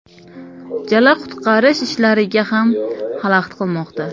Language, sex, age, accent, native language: Uzbek, female, 18-24, Samarqand, Uzbek